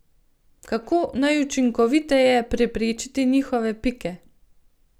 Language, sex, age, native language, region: Slovenian, female, 30-49, Slovenian, Gorenjska region